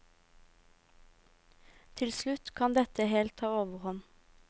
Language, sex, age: Norwegian, female, 18